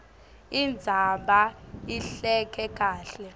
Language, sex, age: Swati, female, 18